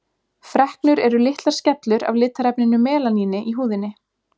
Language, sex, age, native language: Icelandic, female, 20-29, Icelandic